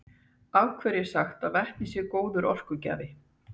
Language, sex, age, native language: Icelandic, female, 50-59, Icelandic